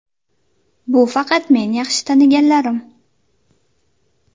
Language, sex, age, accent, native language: Uzbek, female, 19-29, Qashqadaryo, Uzbek